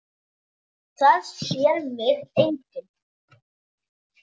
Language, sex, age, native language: Icelandic, male, 10, Icelandic